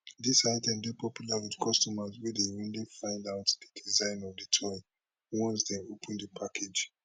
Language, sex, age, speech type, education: Nigerian Pidgin, male, 30-45, spontaneous, tertiary